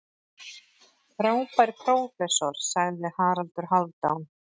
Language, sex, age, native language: Icelandic, female, 30-39, Icelandic